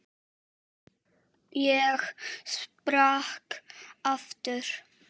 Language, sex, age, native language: Icelandic, female, 7, Czech